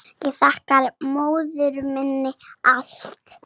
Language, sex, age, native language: Icelandic, female, 6, Icelandic